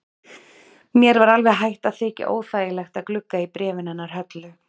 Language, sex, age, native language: Icelandic, female, 30-39, Icelandic